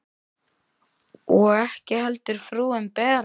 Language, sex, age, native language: Icelandic, male, 10, Icelandic